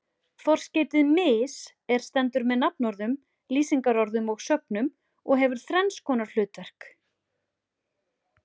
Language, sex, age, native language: Icelandic, female, 40-49, Icelandic